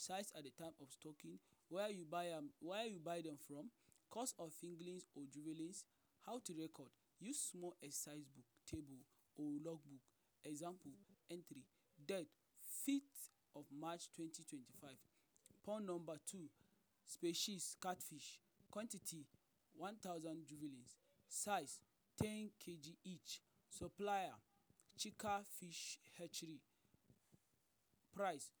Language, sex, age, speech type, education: Nigerian Pidgin, male, 30-45, spontaneous, tertiary